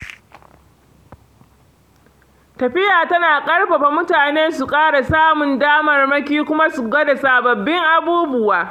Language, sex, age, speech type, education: Hausa, female, 46-60, read, secondary